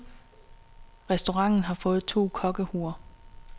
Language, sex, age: Danish, female, 26